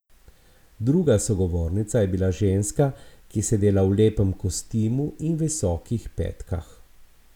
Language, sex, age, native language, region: Slovenian, male, 50-59, Slovenian, Abroad